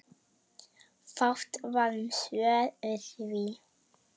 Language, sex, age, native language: Icelandic, male, 18-19, Icelandic